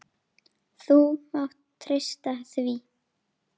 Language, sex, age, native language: Icelandic, female, 9, Icelandic